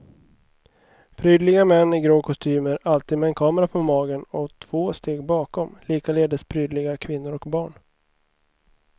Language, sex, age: Swedish, male, 29